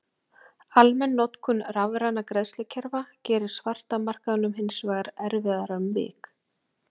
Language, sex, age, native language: Icelandic, female, 40-49, Icelandic